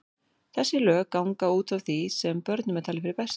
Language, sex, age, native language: Icelandic, female, 40-49, Icelandic